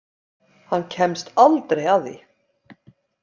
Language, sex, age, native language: Icelandic, female, 50-59, Icelandic